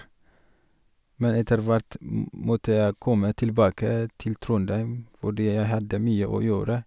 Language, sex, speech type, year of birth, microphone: Norwegian, male, spontaneous, 1983, Sennheiser